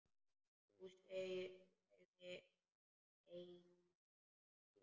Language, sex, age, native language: Icelandic, male, 10, Icelandic